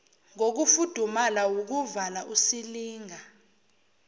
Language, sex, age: Zulu, female, 29